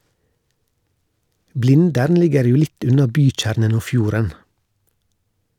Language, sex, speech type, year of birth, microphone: Norwegian, male, read, 1970, Shure